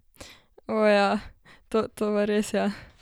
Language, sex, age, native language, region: Slovenian, female, 12-17, Slovenian, Savinja region